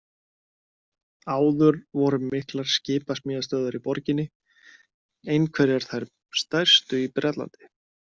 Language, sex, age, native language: Icelandic, male, 30-39, Icelandic